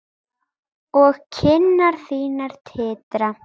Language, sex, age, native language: Icelandic, female, 10, Icelandic